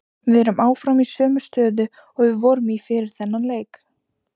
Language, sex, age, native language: Icelandic, female, 18-19, Icelandic